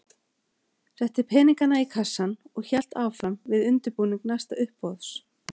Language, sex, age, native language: Icelandic, female, 40-49, Icelandic